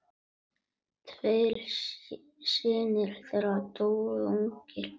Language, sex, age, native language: Icelandic, male, 9, Icelandic